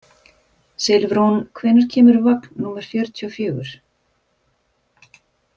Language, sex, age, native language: Icelandic, female, 50-59, Icelandic